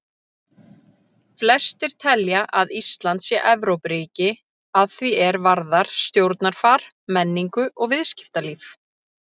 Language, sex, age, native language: Icelandic, female, 30-39, Icelandic